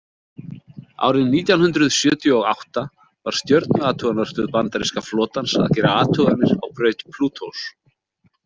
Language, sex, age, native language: Icelandic, male, 40-49, Icelandic